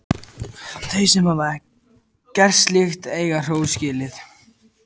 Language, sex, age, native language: Icelandic, male, 14, Icelandic